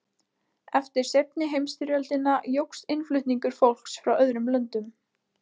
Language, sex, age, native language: Icelandic, female, 20-29, Icelandic